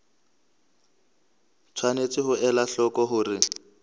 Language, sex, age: Southern Sotho, male, 26